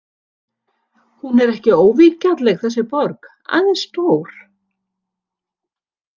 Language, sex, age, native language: Icelandic, female, 60-69, Icelandic